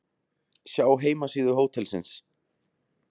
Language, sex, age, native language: Icelandic, male, 20-29, Icelandic